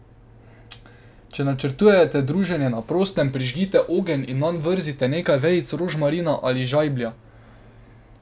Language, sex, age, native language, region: Slovenian, male, 12-17, Slovenian, Drava region